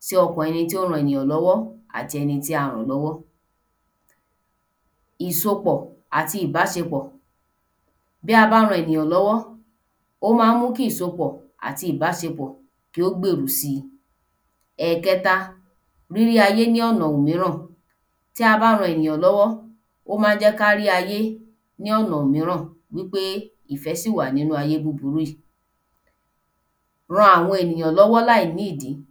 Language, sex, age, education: Yoruba, female, 15-29, tertiary